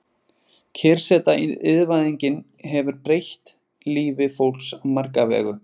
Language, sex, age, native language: Icelandic, male, 20-29, Icelandic